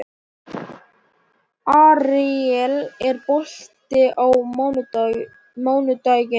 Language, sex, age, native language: Icelandic, male, 11, Icelandic